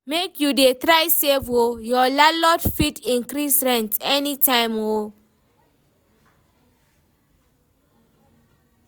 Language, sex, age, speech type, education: Nigerian Pidgin, female, 15-29, read, tertiary